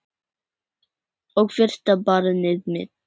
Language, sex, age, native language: Icelandic, female, 10, Icelandic